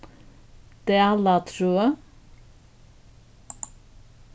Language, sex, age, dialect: Faroese, female, 61+, Norðuroyggjar